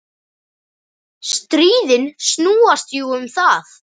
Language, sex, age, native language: Icelandic, male, 10, Icelandic